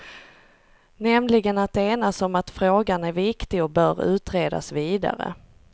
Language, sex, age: Swedish, female, 38